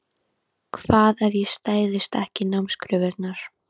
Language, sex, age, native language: Icelandic, female, 13, Icelandic